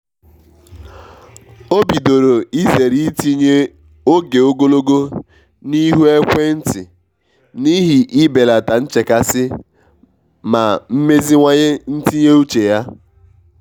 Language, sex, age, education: Igbo, male, 15-29, tertiary